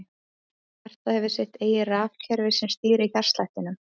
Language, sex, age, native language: Icelandic, female, 30-39, Icelandic